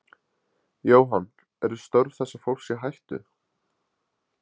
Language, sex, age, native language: Icelandic, male, 20-29, Icelandic